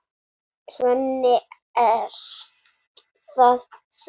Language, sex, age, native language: Icelandic, female, 8, Icelandic